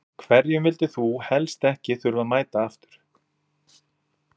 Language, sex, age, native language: Icelandic, male, 40-49, Icelandic